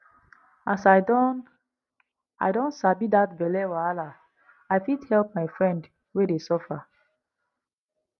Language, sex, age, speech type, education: Nigerian Pidgin, female, 30-45, spontaneous, tertiary